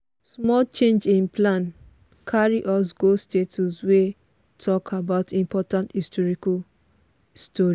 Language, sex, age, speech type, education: Nigerian Pidgin, female, 15-29, spontaneous, tertiary